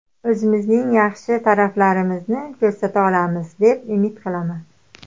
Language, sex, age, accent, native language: Uzbek, male, 18-24, Andijon, Uzbek